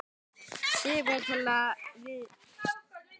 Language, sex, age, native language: Icelandic, male, 12, Icelandic